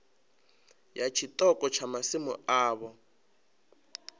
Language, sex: Venda, male